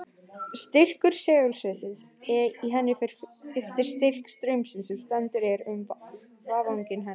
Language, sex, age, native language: Icelandic, female, 18-19, Icelandic